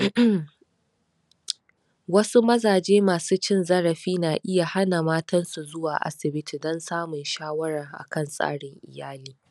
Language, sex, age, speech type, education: Hausa, female, 46-60, spontaneous, tertiary